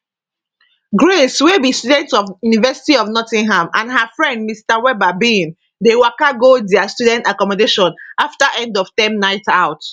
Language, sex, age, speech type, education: Nigerian Pidgin, female, 15-29, spontaneous, tertiary